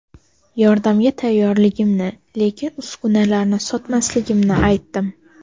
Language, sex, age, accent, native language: Uzbek, female, 12-17, Toshkent shahri, Uzbek